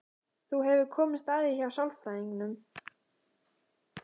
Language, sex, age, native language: Icelandic, female, 14, Icelandic